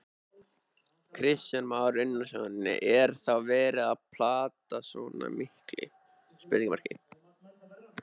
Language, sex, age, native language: Icelandic, male, 13, Icelandic